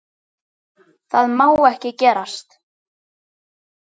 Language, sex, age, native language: Icelandic, male, 10, Icelandic